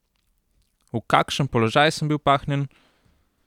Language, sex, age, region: Slovenian, male, 18-29, Central Slovenia